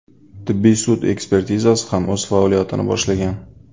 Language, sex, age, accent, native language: Uzbek, male, 25-34, Sirdaryo, Uzbek